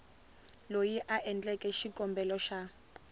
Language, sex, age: Tsonga, female, 22